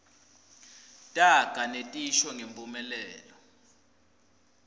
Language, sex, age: Swati, male, 20